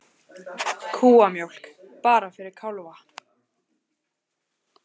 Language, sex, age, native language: Icelandic, female, 20-29, Icelandic